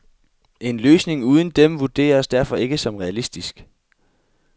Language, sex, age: Danish, male, 22